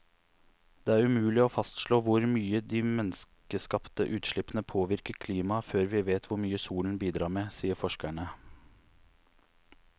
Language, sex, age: Norwegian, male, 29